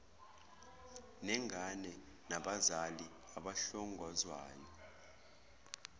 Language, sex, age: Zulu, male, 24